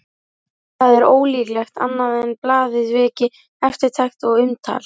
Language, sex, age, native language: Icelandic, female, 11, Icelandic